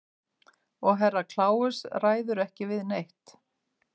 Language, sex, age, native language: Icelandic, female, 50-59, Icelandic